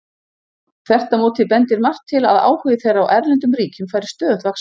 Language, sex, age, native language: Icelandic, female, 50-59, Icelandic